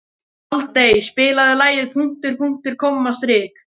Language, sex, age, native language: Icelandic, male, 12, Icelandic